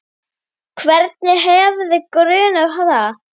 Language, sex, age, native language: Icelandic, female, 9, Icelandic